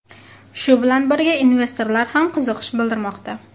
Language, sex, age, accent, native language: Uzbek, female, 18-24, Farg'ona, Uzbek